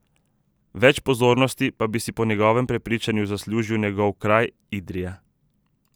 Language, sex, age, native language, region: Slovenian, male, 30-49, Slovenian, Southeast Slovenia